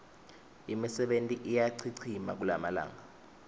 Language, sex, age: Swati, male, 21